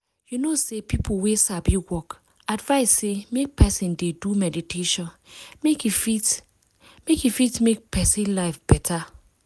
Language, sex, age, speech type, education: Nigerian Pidgin, female, 15-29, spontaneous, tertiary